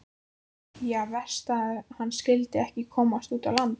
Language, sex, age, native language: Icelandic, female, 14, Icelandic